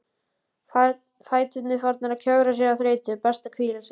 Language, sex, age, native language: Icelandic, male, 14, Icelandic